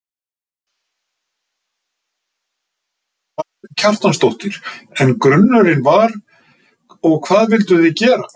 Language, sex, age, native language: Icelandic, male, 50-59, Icelandic